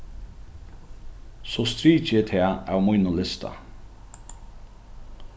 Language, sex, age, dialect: Faroese, male, 36-60, Norðuroyggjar